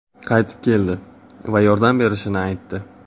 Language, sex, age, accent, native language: Uzbek, male, 18-24, Navoiy, Uzbek